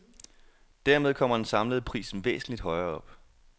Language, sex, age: Danish, male, 28